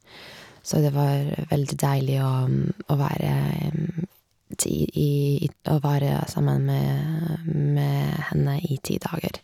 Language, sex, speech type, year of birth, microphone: Norwegian, female, spontaneous, 1986, Shure